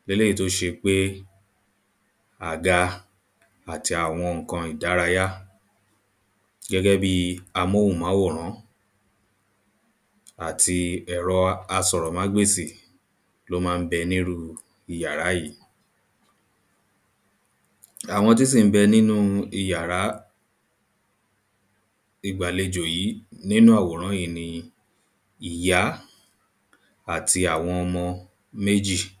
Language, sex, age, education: Yoruba, male, 15-29, primary